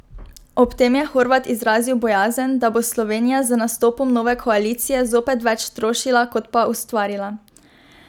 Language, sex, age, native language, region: Slovenian, female, 12-17, Slovenian, Drava region